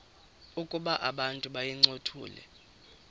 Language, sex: Xhosa, male